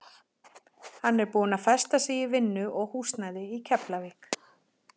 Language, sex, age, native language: Icelandic, female, 40-49, Icelandic